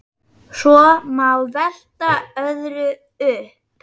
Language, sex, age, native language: Icelandic, female, 9, Icelandic